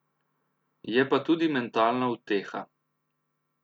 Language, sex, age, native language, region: Slovenian, male, 30-49, Slovenian, Central Slovenia